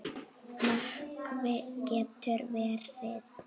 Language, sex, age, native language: Icelandic, female, 8, Icelandic